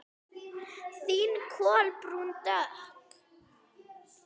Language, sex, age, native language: Icelandic, female, 8, Icelandic